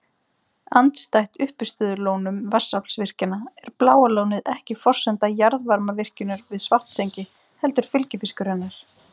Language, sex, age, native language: Icelandic, female, 30-39, Icelandic